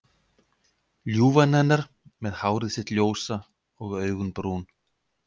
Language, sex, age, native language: Icelandic, male, 50-59, Icelandic